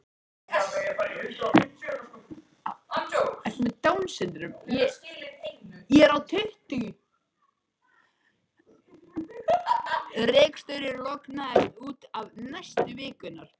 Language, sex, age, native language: Icelandic, male, 13, Icelandic